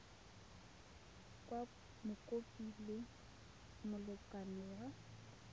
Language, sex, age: Tswana, female, 22